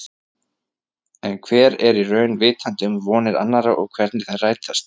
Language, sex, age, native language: Icelandic, male, 30-39, Icelandic